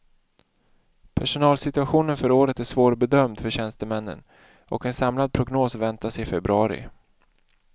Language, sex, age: Swedish, male, 31